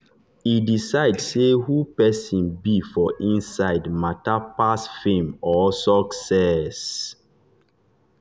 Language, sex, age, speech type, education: Nigerian Pidgin, male, 30-45, spontaneous, tertiary